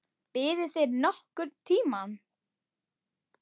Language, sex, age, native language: Icelandic, female, 10, Icelandic